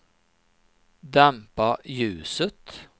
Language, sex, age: Swedish, male, 39